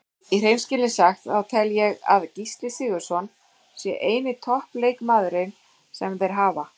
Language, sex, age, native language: Icelandic, female, 40-49, Icelandic